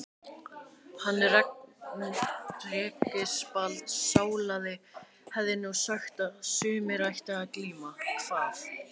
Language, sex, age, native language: Icelandic, male, 18-19, Icelandic